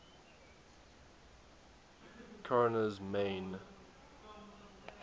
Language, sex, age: English, male, 21